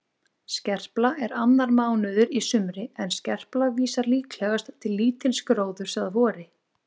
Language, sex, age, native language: Icelandic, female, 20-29, Icelandic